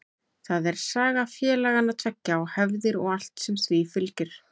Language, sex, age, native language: Icelandic, female, 30-39, Icelandic